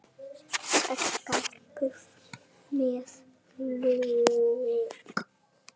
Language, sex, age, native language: Icelandic, female, 7, Icelandic